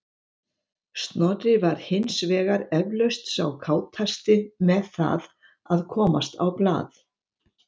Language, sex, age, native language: Icelandic, female, 70-79, Icelandic